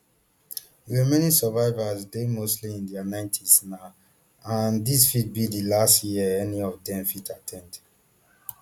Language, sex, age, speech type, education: Nigerian Pidgin, male, 30-45, spontaneous, tertiary